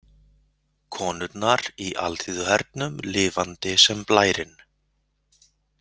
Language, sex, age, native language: Icelandic, male, 40-49, Icelandic